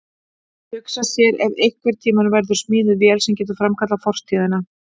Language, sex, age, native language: Icelandic, female, 40-49, Icelandic